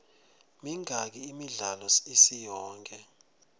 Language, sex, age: Swati, male, 20